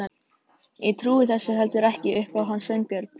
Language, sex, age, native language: Icelandic, male, 13, Icelandic